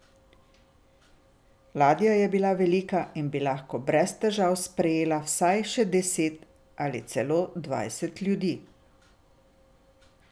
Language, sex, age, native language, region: Slovenian, female, 60+, Slovenian, Drava region